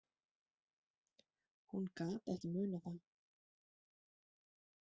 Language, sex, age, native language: Icelandic, female, 30-39, Icelandic